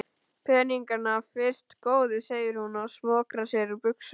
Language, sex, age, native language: Icelandic, male, 12, Icelandic